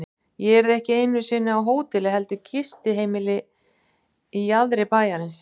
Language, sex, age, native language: Icelandic, female, 50-59, Icelandic